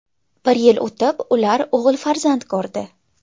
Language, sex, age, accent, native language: Uzbek, female, 19-29, Jizzax, Uzbek